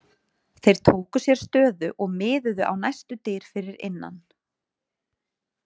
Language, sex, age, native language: Icelandic, female, 30-39, Icelandic